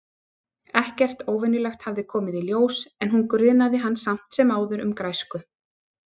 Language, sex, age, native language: Icelandic, female, 30-39, Icelandic